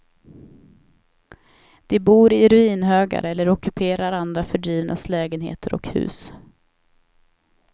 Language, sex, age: Swedish, female, 28